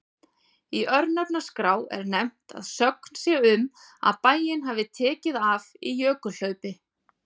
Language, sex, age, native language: Icelandic, female, 40-49, Icelandic